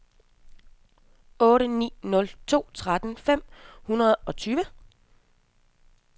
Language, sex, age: Danish, female, 27